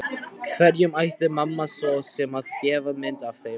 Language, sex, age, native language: Icelandic, male, 12, Icelandic